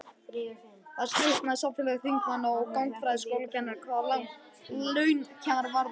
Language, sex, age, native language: Icelandic, female, 50-59, Icelandic